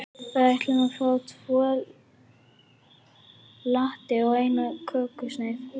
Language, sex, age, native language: Icelandic, female, 11, Icelandic